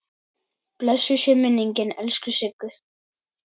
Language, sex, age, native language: Icelandic, male, 10, Icelandic